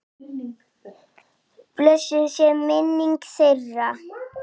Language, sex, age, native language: Icelandic, male, 7, Icelandic